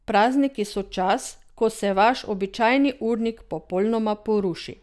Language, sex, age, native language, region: Slovenian, female, 50-59, Slovenian, Drava region